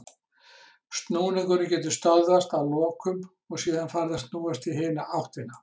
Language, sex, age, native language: Icelandic, male, 60-69, Icelandic